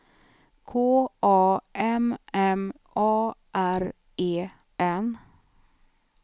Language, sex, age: Swedish, female, 43